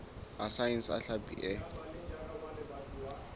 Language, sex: Southern Sotho, male